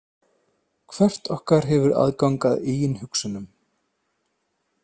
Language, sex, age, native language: Icelandic, male, 30-39, Icelandic